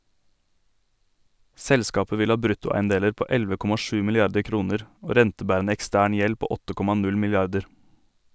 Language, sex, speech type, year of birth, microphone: Norwegian, male, read, 1989, Sennheiser